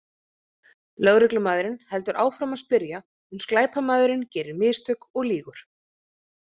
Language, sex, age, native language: Icelandic, female, 30-39, Icelandic